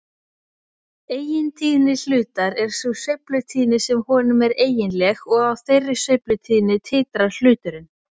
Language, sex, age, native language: Icelandic, female, 20-29, Icelandic